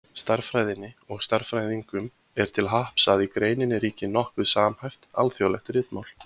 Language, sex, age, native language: Icelandic, male, 20-29, Icelandic